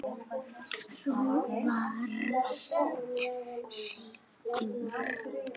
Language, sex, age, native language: Icelandic, female, 8, Icelandic